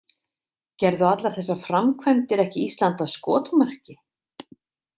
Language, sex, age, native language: Icelandic, female, 50-59, Icelandic